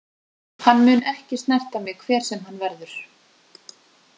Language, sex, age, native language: Icelandic, female, 40-49, Icelandic